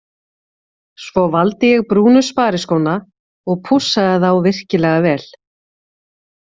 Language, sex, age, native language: Icelandic, female, 40-49, Icelandic